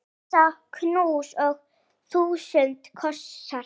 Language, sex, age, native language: Icelandic, female, 8, Icelandic